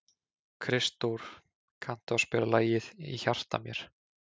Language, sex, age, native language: Icelandic, male, 20-29, Icelandic